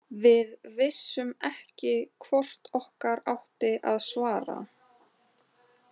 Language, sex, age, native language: Icelandic, other, 20-29, Icelandic